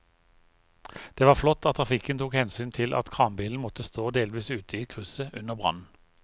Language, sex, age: Norwegian, male, 51